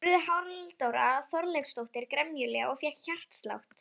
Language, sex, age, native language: Icelandic, female, 11, Icelandic